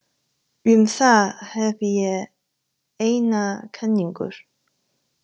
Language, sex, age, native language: Icelandic, female, 30-39, Chinese